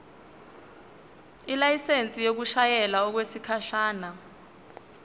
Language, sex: Zulu, female